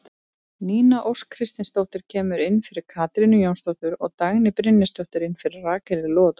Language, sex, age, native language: Icelandic, female, 30-39, Icelandic